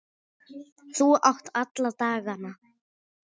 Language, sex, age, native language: Icelandic, male, 6, Icelandic